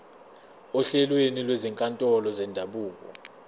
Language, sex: Zulu, male